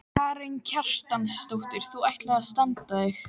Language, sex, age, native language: Icelandic, female, 12, Icelandic